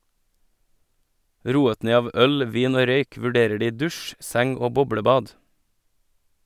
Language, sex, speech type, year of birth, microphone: Norwegian, male, read, 1985, Sennheiser